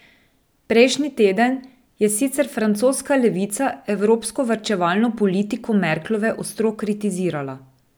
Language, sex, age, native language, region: Slovenian, female, 30-49, Slovenian, Drava region